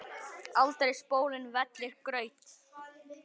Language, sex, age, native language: Icelandic, male, 9, Icelandic